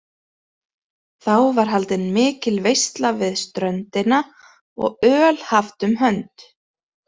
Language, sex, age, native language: Icelandic, female, 30-39, Icelandic